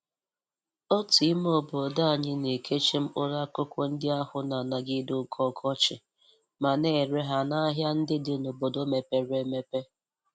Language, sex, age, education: Igbo, female, 15-29, tertiary